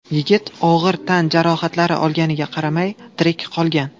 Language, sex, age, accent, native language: Uzbek, male, 18-24, Toshkent viloyati, Uzbek